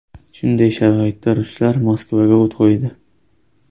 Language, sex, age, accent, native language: Uzbek, male, 18-24, Namangan, Uzbek